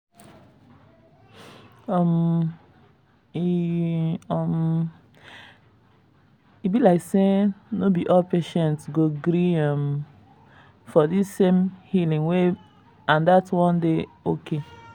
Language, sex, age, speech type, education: Nigerian Pidgin, female, 15-29, spontaneous, tertiary